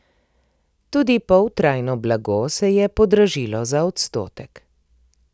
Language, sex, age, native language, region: Slovenian, female, 30-49, Slovenian, Primorsko-notranjska region